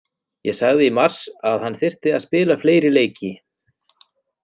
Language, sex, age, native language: Icelandic, male, 40-49, Icelandic